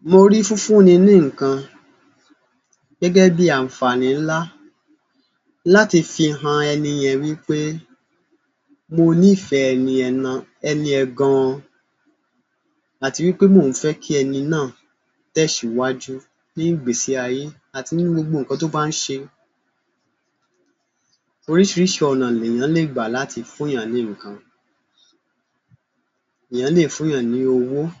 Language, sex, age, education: Yoruba, male, 30-45, tertiary